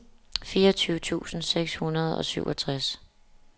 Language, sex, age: Danish, female, 27